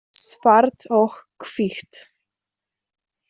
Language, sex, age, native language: Icelandic, female, 18-19, Icelandic